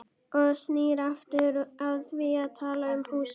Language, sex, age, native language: Icelandic, female, 11, Icelandic